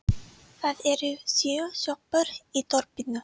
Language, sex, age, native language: Icelandic, female, 30-39, Icelandic